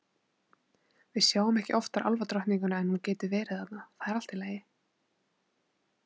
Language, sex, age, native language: Icelandic, female, 20-29, Icelandic